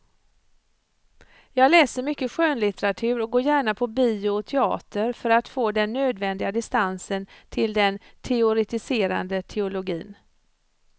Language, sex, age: Swedish, female, 54